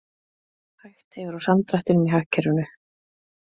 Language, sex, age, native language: Icelandic, female, 20-29, Icelandic